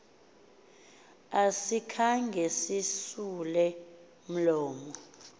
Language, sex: Xhosa, female